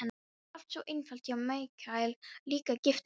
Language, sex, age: Icelandic, female, 13